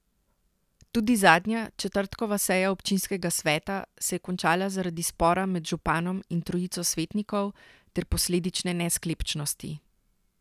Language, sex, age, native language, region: Slovenian, female, 30-49, Slovenian, Central Slovenia